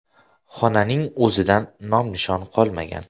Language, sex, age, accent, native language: Uzbek, male, 18-24, Farg'ona, Uzbek